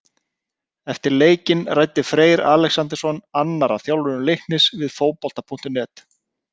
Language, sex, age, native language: Icelandic, male, 30-39, Icelandic